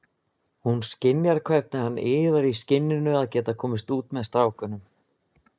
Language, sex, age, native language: Icelandic, male, 20-29, Icelandic